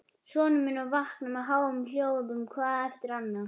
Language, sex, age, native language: Icelandic, female, 12, Icelandic